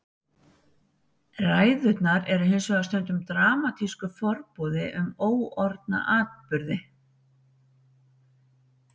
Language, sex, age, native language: Icelandic, female, 60-69, Icelandic